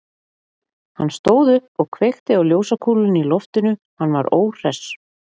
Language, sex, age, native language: Icelandic, female, 40-49, Icelandic